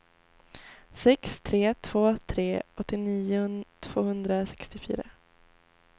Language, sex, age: Swedish, female, 18